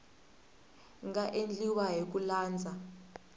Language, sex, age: Tsonga, female, 18